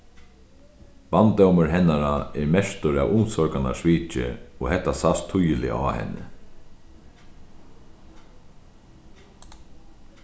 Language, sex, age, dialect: Faroese, male, 36-60, Sandoy